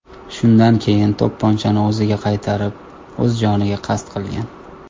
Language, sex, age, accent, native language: Uzbek, male, 19-29, Toshkent shahri, Uzbek